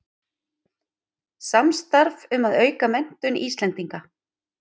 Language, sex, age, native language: Icelandic, female, 50-59, Icelandic